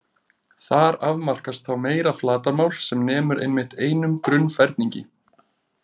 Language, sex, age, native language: Icelandic, male, 30-39, Icelandic